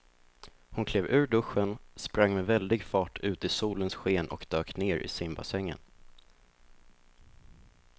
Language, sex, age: Swedish, male, 24